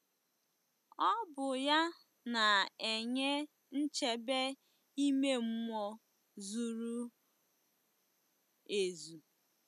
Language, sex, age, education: Igbo, female, 15-29, tertiary